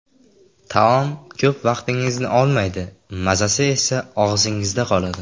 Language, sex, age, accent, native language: Uzbek, male, under 19, Qashqadaryo, Uzbek